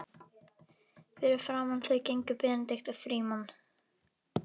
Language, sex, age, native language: Icelandic, female, 11, Icelandic